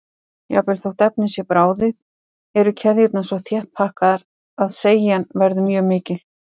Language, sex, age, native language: Icelandic, female, 50-59, Icelandic